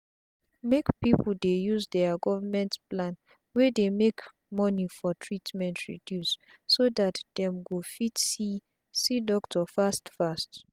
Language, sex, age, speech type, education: Nigerian Pidgin, female, 15-29, spontaneous, tertiary